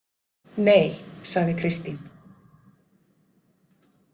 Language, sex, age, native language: Icelandic, female, 50-59, Icelandic